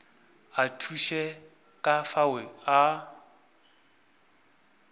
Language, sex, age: Northern Sotho, male, 24